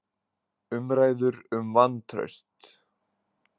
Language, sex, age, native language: Icelandic, male, 20-29, Icelandic